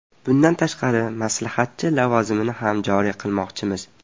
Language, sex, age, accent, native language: Uzbek, male, 12-17, Farg'ona, Uzbek